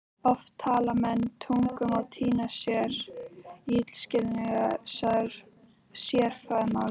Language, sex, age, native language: Icelandic, other, 13, Icelandic